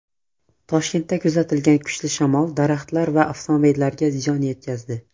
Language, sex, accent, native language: Uzbek, male, Surxondaryo, Russian